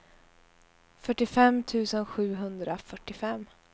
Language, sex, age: Swedish, female, 21